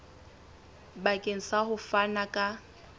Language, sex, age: Southern Sotho, female, 21